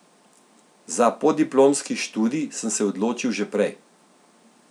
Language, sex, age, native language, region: Slovenian, male, 50-59, Slovenian, Central Slovenia